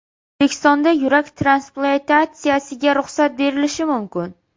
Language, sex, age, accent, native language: Uzbek, female, 18-24, Sirdaryo, Uzbek